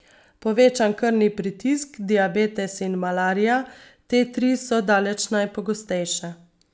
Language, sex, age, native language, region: Slovenian, female, 30-49, Slovenian, Savinja region